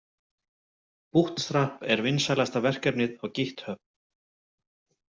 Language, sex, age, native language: Icelandic, male, 40-49, Icelandic